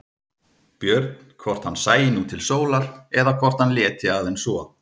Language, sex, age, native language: Icelandic, male, 30-39, Icelandic